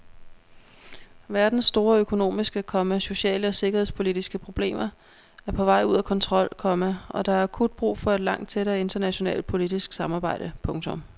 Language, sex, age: Danish, female, 32